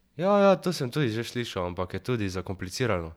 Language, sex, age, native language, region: Slovenian, male, 12-17, Slovenian, Drava region